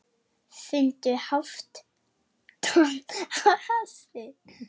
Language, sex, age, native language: Icelandic, male, 18-19, Icelandic